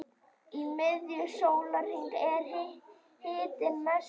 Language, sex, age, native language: Icelandic, female, 30-39, Icelandic